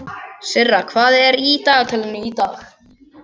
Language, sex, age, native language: Icelandic, other, 12, Icelandic